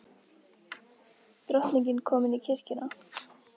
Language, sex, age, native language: Icelandic, female, 18-19, Icelandic